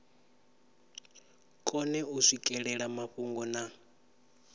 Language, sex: Venda, male